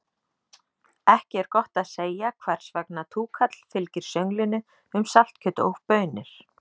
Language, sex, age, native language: Icelandic, female, 30-39, Icelandic